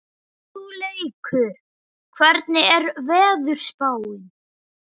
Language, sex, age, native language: Icelandic, male, 11, Icelandic